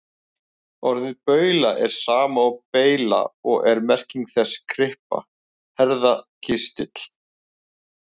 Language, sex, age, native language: Icelandic, male, 40-49, Icelandic